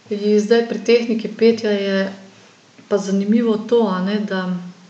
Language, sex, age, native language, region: Slovenian, female, 50-59, Slovenian, Gorenjska region